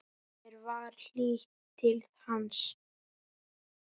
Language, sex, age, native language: Icelandic, male, 10, Icelandic